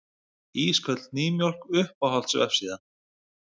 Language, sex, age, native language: Icelandic, male, 50-59, Icelandic